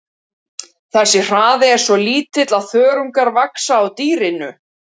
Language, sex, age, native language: Icelandic, male, 70-79, Icelandic